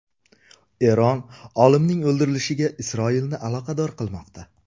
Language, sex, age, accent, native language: Uzbek, male, 25-34, Surxondaryo, Uzbek